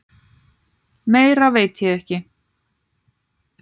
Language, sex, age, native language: Icelandic, female, 9, Icelandic